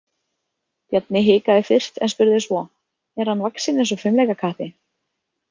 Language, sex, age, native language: Icelandic, female, 30-39, Icelandic